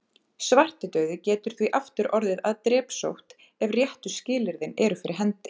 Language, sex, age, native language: Icelandic, female, 30-39, Icelandic